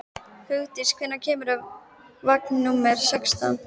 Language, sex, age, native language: Icelandic, female, 13, Icelandic